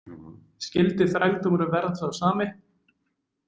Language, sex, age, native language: Icelandic, male, 20-29, Icelandic